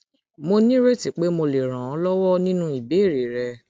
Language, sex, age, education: Yoruba, female, 15-29, tertiary